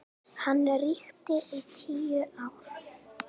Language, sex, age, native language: Icelandic, female, 10, Icelandic